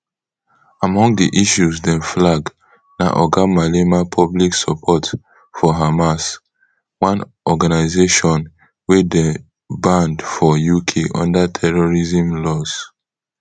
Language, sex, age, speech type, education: Nigerian Pidgin, male, 15-29, spontaneous, tertiary